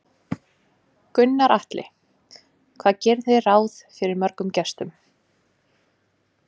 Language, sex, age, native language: Icelandic, female, 20-29, Icelandic